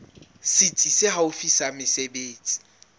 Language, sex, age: Southern Sotho, male, 19